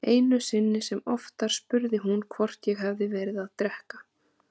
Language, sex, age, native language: Icelandic, female, 30-39, Icelandic